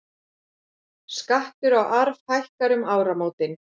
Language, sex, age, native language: Icelandic, female, 40-49, Icelandic